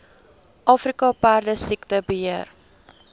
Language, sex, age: Afrikaans, female, 19